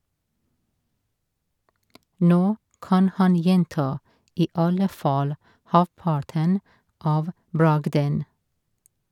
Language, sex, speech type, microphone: Norwegian, female, read, Shure